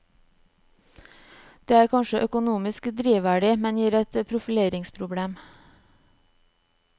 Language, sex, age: Norwegian, female, 29